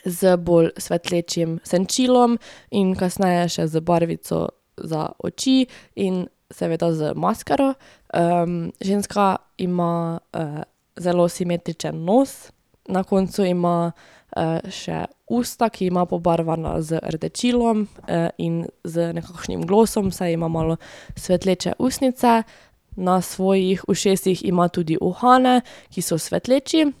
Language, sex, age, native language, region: Slovenian, female, 18-29, Slovenian, Drava region